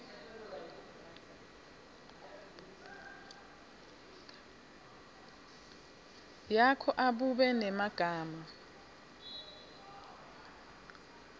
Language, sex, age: Swati, female, 26